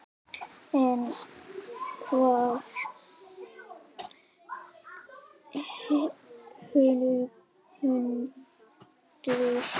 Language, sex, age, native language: Icelandic, female, 9, Icelandic